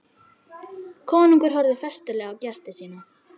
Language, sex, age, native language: Icelandic, female, 12, Icelandic